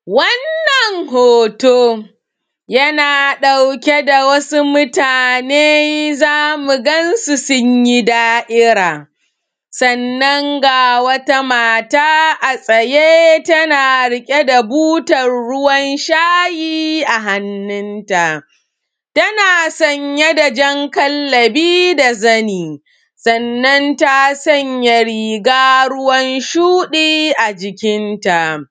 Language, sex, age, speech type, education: Hausa, female, 30-45, spontaneous, secondary